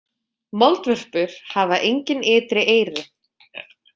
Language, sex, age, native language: Icelandic, female, 20-29, Icelandic